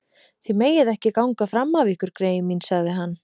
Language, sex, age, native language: Icelandic, female, 30-39, Icelandic